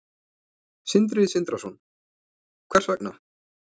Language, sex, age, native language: Icelandic, male, 20-29, Icelandic